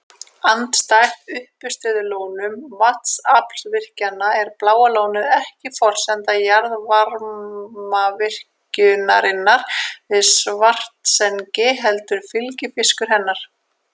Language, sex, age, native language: Icelandic, female, 30-39, Icelandic